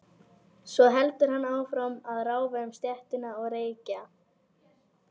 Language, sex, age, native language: Icelandic, female, 11, Icelandic